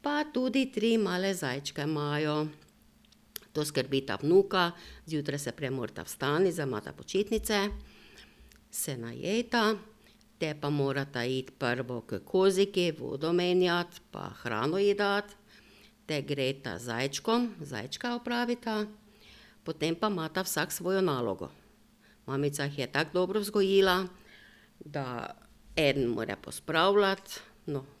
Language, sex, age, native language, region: Slovenian, female, 60+, Slovenian, Drava region